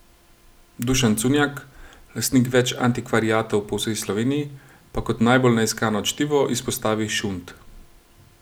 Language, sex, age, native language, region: Slovenian, male, 30-49, Slovenian, Gorenjska region